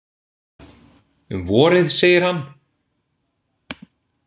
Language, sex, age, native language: Icelandic, male, 18-19, Icelandic